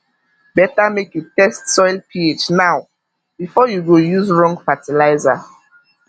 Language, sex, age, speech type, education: Nigerian Pidgin, female, 15-29, spontaneous, tertiary